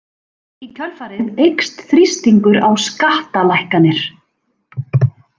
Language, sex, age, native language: Icelandic, female, 40-49, Icelandic